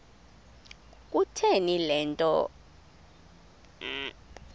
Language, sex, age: Xhosa, female, 20